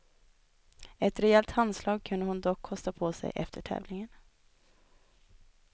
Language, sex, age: Swedish, female, 20